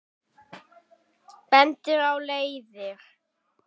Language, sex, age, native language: Icelandic, female, 9, Icelandic